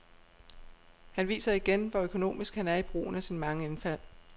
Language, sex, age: Danish, female, 36